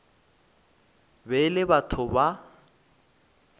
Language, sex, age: Northern Sotho, male, 24